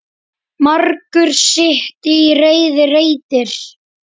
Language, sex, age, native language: Icelandic, male, 10, Icelandic